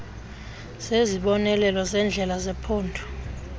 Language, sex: Xhosa, male